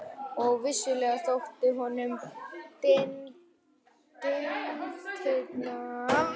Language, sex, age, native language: Icelandic, male, 11, Icelandic